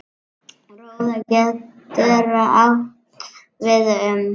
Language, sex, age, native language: Icelandic, female, 9, Icelandic